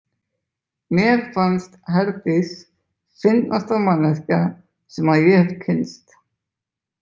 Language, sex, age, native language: Icelandic, male, 20-29, Icelandic